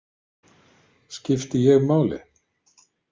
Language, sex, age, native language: Icelandic, male, 50-59, Icelandic